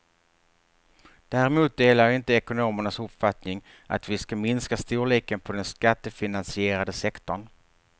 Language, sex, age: Swedish, male, 48